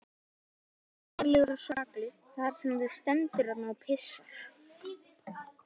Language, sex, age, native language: Icelandic, male, 18-19, Icelandic